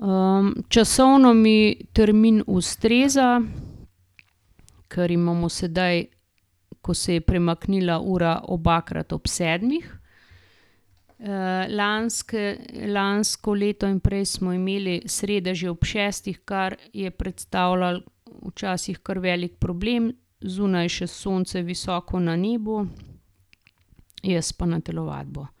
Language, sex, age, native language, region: Slovenian, female, 50-59, Slovenian, Gorenjska region